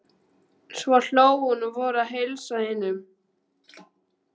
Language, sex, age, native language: Icelandic, male, 12, Icelandic